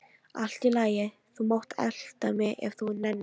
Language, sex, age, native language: Icelandic, female, 13, Icelandic